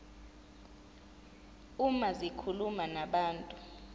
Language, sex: Zulu, female